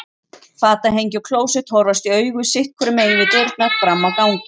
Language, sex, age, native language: Icelandic, female, 40-49, Icelandic